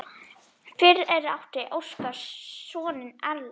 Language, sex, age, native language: Icelandic, female, 10, Icelandic